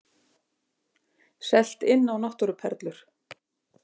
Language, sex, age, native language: Icelandic, female, 50-59, Icelandic